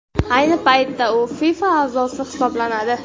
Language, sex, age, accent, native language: Uzbek, female, 18-24, Andijon, Uzbek